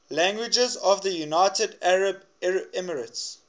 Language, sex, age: English, male, 21